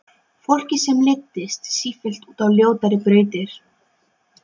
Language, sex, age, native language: Icelandic, female, 12, Polish